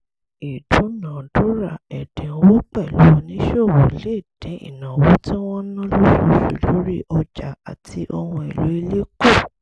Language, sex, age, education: Yoruba, female, 30-45, tertiary